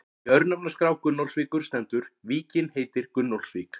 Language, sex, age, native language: Icelandic, male, 40-49, Icelandic